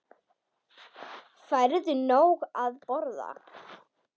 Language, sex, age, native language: Icelandic, female, 10, Icelandic